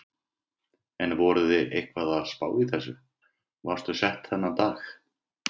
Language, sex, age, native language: Icelandic, male, 50-59, Icelandic